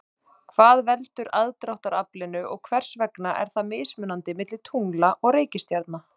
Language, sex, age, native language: Icelandic, male, 30-39, Icelandic